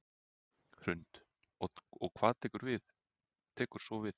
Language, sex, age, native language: Icelandic, male, 30-39, Icelandic